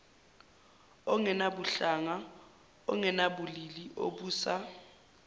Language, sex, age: Zulu, male, 23